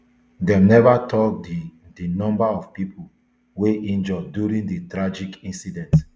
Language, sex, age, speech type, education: Nigerian Pidgin, male, 30-45, spontaneous, tertiary